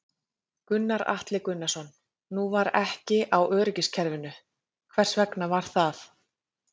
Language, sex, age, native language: Icelandic, female, 30-39, Icelandic